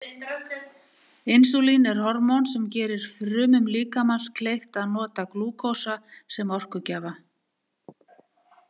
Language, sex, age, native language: Icelandic, female, 60-69, Icelandic